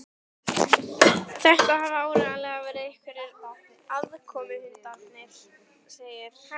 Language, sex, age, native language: Icelandic, female, 12, Icelandic